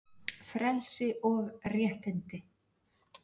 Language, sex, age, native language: Icelandic, female, 40-49, Icelandic